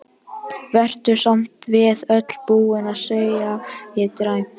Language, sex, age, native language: Icelandic, male, 12, Icelandic